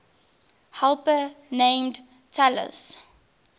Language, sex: English, female